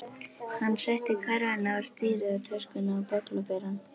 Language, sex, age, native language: Icelandic, other, 11, Icelandic